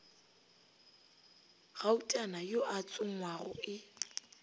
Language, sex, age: Northern Sotho, female, 25